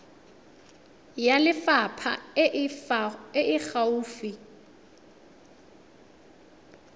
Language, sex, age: Tswana, female, 21